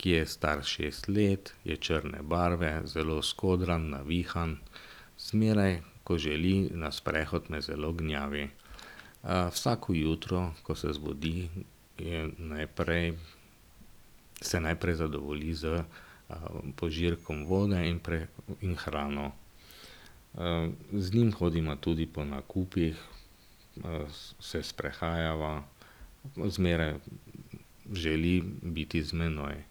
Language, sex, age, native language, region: Slovenian, male, 50-59, Slovenian, Drava region